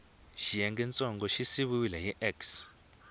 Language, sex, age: Tsonga, male, 20